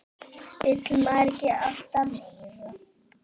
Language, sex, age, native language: Icelandic, female, 9, Icelandic